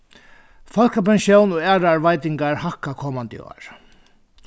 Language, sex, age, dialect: Faroese, male, 61+, Vágar